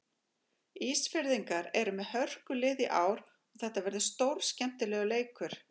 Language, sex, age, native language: Icelandic, female, 40-49, Icelandic